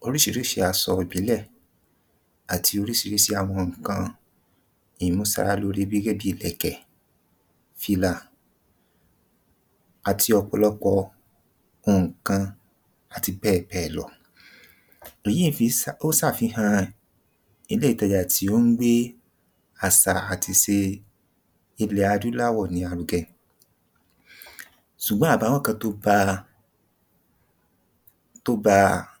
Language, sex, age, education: Yoruba, male, 30-45, tertiary